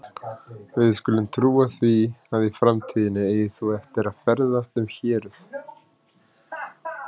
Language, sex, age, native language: Icelandic, male, 30-39, Icelandic